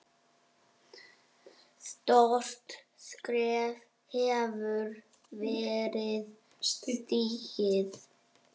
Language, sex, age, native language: Icelandic, male, 6, Icelandic